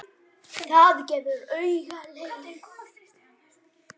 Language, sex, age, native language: Icelandic, female, 9, Icelandic